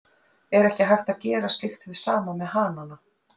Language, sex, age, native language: Icelandic, female, 40-49, Icelandic